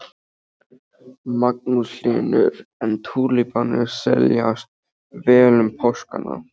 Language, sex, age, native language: Icelandic, male, 13, Icelandic